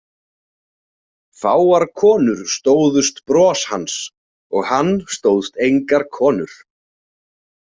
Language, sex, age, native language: Icelandic, male, 40-49, Icelandic